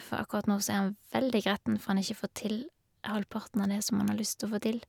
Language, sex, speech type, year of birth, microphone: Norwegian, female, spontaneous, 1985, Shure